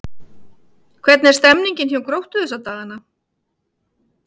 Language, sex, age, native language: Icelandic, female, 50-59, Icelandic